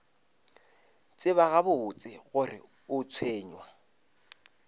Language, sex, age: Northern Sotho, male, 26